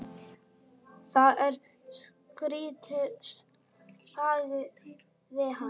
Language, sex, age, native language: Icelandic, female, 8, Icelandic